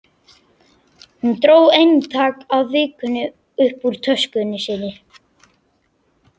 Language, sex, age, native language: Icelandic, male, 11, Icelandic